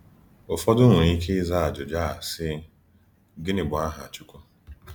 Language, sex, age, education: Igbo, male, 15-29, tertiary